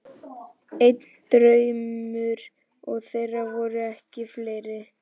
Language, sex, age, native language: Icelandic, male, 12, Icelandic